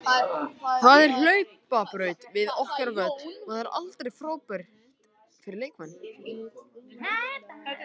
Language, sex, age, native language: Icelandic, male, 18-19, Icelandic